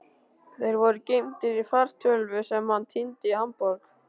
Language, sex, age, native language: Icelandic, male, 13, Icelandic